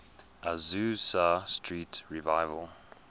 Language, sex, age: English, male, 21